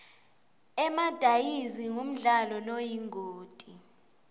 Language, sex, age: Swati, female, 20